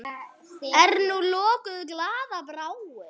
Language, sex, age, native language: Icelandic, male, 8, Icelandic